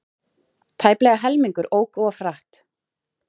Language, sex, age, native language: Icelandic, female, 40-49, Icelandic